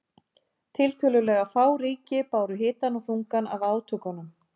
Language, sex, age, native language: Icelandic, female, 50-59, Icelandic